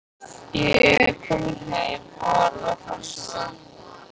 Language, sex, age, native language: Icelandic, female, 15, Icelandic